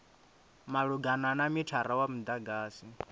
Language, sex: Venda, male